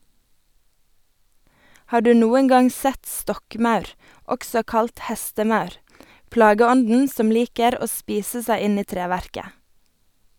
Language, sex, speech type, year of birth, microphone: Norwegian, female, read, 1989, Sennheiser